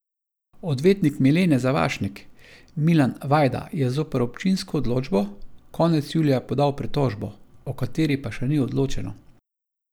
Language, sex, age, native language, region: Slovenian, male, 50-59, Slovenian, Savinja region